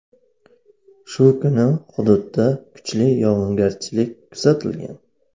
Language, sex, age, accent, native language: Uzbek, male, 25-34, Navoiy, Uzbek